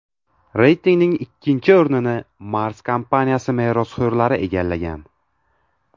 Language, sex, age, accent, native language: Uzbek, male, 18-24, Navoiy, Uzbek